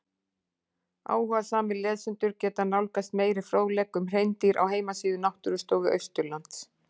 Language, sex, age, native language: Icelandic, female, 40-49, Icelandic